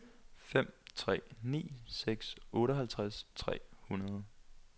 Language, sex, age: Danish, male, 21